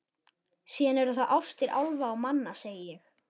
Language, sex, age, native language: Icelandic, male, 11, Icelandic